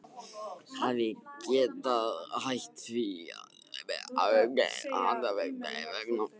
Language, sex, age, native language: Icelandic, male, 15, Icelandic